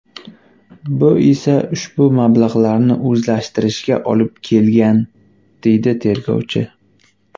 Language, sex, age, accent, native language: Uzbek, male, 19-29, Qashqadaryo, Uzbek